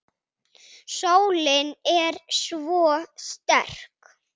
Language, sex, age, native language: Icelandic, male, 6, Icelandic